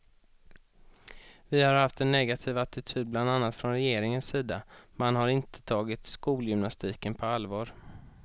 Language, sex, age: Swedish, male, 31